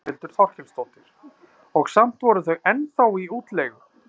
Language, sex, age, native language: Icelandic, male, 30-39, Icelandic